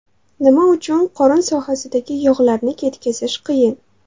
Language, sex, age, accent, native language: Uzbek, female, 12-17, Namangan, Uzbek